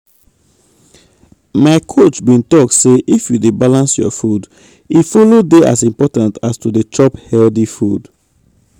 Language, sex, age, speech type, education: Nigerian Pidgin, male, 30-45, spontaneous, tertiary